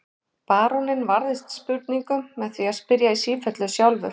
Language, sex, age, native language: Icelandic, male, 11, Icelandic